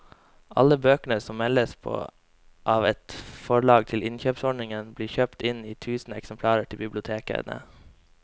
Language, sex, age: Norwegian, male, 21